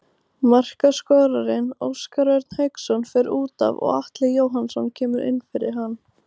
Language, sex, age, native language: Icelandic, female, 18-19, Icelandic